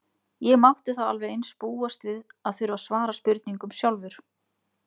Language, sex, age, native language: Icelandic, female, 20-29, Icelandic